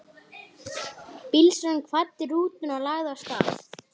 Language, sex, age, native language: Icelandic, male, 11, Icelandic